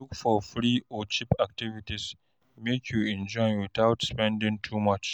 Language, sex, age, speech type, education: Nigerian Pidgin, male, 46-60, read, tertiary